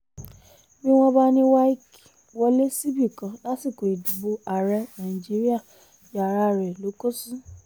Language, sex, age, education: Yoruba, female, 15-29, tertiary